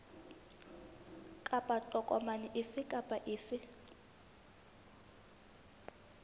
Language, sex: Southern Sotho, female